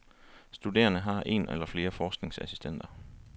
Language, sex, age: Danish, male, 23